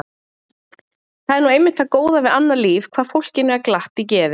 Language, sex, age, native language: Icelandic, female, 40-49, Icelandic